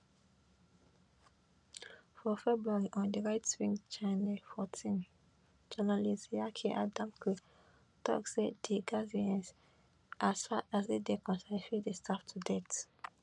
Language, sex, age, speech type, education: Nigerian Pidgin, female, 15-29, spontaneous, tertiary